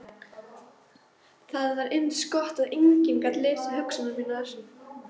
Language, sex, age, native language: Icelandic, female, 12, Icelandic